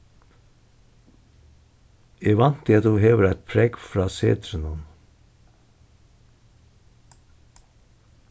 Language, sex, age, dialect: Faroese, male, 61+, Suðurstreymoy